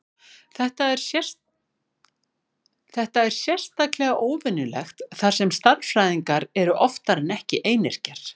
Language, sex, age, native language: Icelandic, female, 50-59, Icelandic